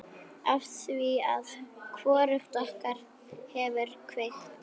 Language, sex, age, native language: Icelandic, female, 9, Icelandic